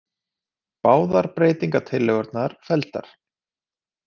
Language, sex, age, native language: Icelandic, male, 30-39, Icelandic